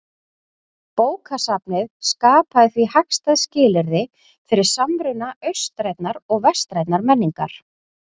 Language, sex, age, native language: Icelandic, female, 40-49, Icelandic